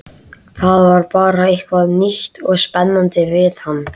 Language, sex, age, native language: Icelandic, male, 13, Icelandic